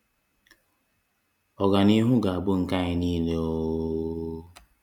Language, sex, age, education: Igbo, male, 15-29, tertiary